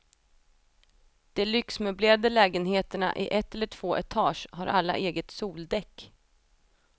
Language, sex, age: Swedish, female, 28